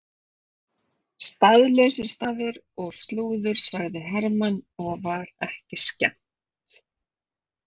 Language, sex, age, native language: Icelandic, female, 30-39, Icelandic